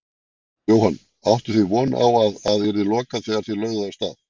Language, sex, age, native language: Icelandic, male, 40-49, Icelandic